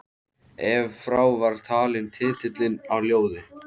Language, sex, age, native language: Icelandic, male, 13, Icelandic